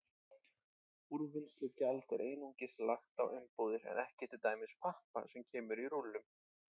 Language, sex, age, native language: Icelandic, male, 20-29, Icelandic